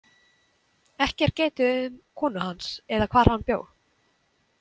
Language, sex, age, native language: Icelandic, female, 20-29, Icelandic